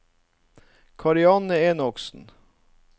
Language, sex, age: Norwegian, male, 39